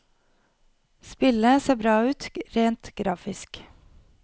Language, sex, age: Norwegian, female, 28